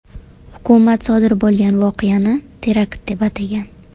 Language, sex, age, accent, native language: Uzbek, female, 18-24, Toshkent shahri, Uzbek